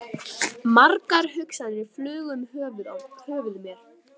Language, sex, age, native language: Icelandic, female, 12, Icelandic